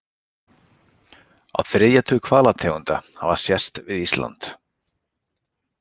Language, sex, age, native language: Icelandic, male, 40-49, Icelandic